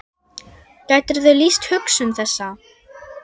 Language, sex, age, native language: Icelandic, female, 10, Icelandic